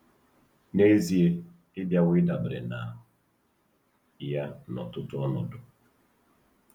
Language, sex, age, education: Igbo, male, 30-45, tertiary